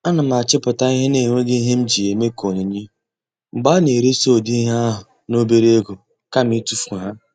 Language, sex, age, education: Igbo, male, 15-29, tertiary